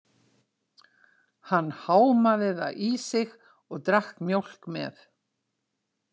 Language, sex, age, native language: Icelandic, female, 60-69, Icelandic